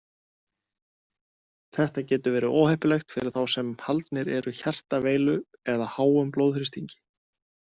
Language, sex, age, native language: Icelandic, male, 30-39, Icelandic